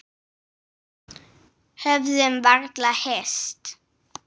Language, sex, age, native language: Icelandic, female, 8, English